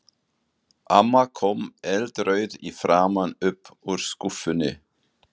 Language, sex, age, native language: Icelandic, male, 40-49, German